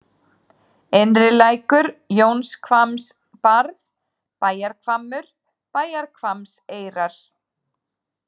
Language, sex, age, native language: Icelandic, female, 30-39, Icelandic